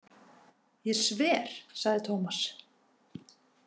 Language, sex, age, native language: Icelandic, female, 50-59, Icelandic